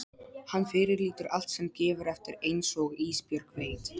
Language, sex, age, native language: Icelandic, male, 12, Polish